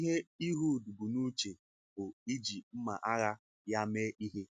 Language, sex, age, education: Igbo, male, 15-29, tertiary